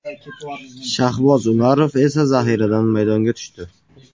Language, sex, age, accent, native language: Uzbek, male, 18-24, Farg'ona, Uzbek